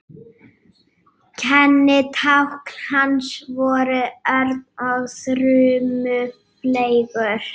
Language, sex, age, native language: Icelandic, female, 18-19, Icelandic